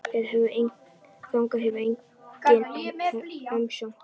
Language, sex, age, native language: Icelandic, male, 10, Icelandic